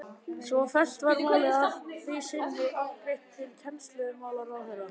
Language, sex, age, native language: Icelandic, male, 12, Icelandic